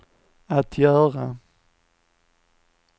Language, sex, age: Swedish, male, 45